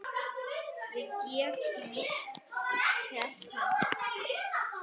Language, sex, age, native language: Icelandic, male, 9, Icelandic